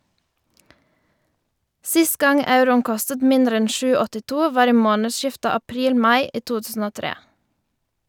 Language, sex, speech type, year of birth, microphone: Norwegian, female, read, 1990, Shure